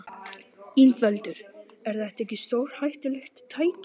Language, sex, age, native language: Icelandic, male, 12, Icelandic